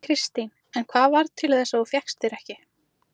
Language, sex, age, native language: Icelandic, female, 30-39, Icelandic